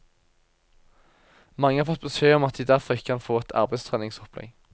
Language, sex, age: Norwegian, male, 24